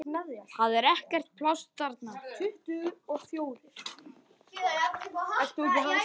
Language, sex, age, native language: Icelandic, male, 10, Icelandic